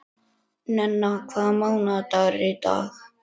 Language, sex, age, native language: Icelandic, male, 11, Icelandic